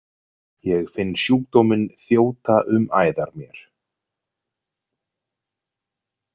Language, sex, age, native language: Icelandic, male, 40-49, Icelandic